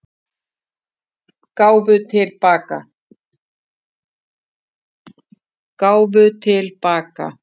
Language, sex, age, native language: Icelandic, female, 50-59, Icelandic